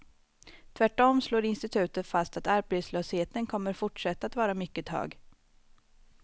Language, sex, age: Swedish, female, 25